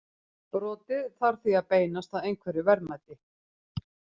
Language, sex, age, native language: Icelandic, female, 50-59, Icelandic